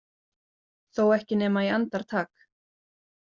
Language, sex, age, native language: Icelandic, female, 30-39, Icelandic